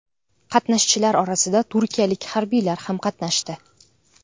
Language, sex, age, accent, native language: Uzbek, female, 19-29, Navoiy, Uzbek